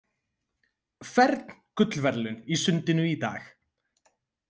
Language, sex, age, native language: Icelandic, male, 20-29, Icelandic